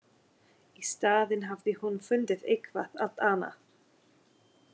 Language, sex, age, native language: Icelandic, female, 30-39, English